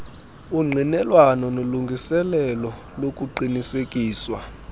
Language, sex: Xhosa, male